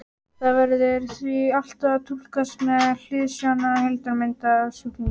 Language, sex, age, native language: Icelandic, female, 18-19, Icelandic